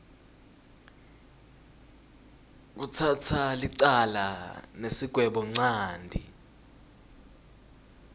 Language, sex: Swati, male